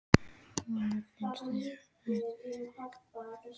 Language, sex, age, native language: Icelandic, male, 12, Icelandic